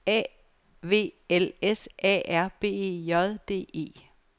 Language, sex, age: Danish, female, 49